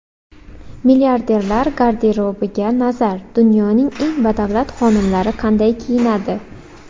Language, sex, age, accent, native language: Uzbek, female, 18-24, Xorazm, Uzbek